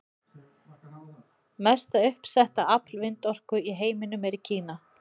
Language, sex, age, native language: Icelandic, female, 30-39, Icelandic